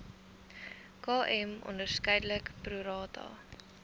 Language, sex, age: Afrikaans, female, 19